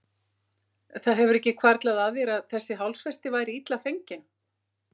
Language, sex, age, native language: Icelandic, female, 50-59, Icelandic